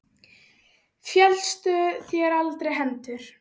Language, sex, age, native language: Icelandic, female, 10, Icelandic